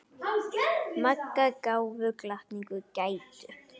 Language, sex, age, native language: Icelandic, male, 9, Icelandic